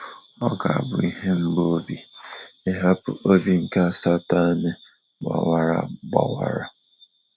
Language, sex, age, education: Igbo, male, 30-45, tertiary